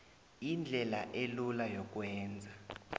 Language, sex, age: South Ndebele, male, 20